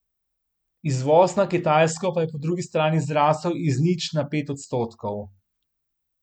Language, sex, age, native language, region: Slovenian, male, 30-49, Slovenian, Central Slovenia